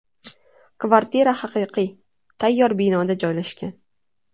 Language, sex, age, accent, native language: Uzbek, female, 19-29, Toshkent shahri, Uzbek